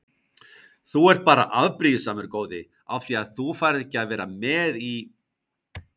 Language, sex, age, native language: Icelandic, male, 50-59, Icelandic